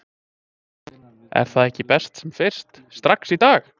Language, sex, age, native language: Icelandic, male, 20-29, Icelandic